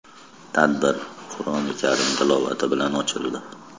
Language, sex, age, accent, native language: Uzbek, male, 25-34, Toshkent viloyati, Kazakh